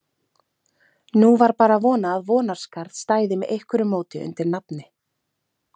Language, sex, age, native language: Icelandic, female, 30-39, Icelandic